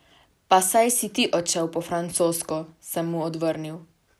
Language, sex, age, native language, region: Slovenian, female, 18-29, Slovenian, Savinja region